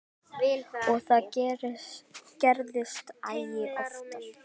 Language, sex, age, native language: Icelandic, female, 10, Icelandic